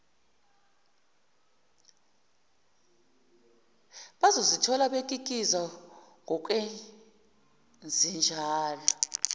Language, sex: Zulu, female